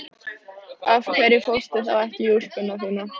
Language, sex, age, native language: Icelandic, female, 13, Icelandic